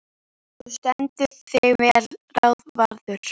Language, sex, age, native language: Icelandic, female, 11, Icelandic